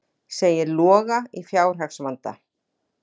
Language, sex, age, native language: Icelandic, female, 40-49, Icelandic